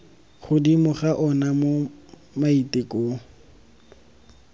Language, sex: Tswana, male